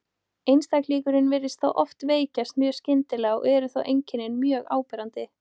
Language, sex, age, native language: Icelandic, female, 18-19, Icelandic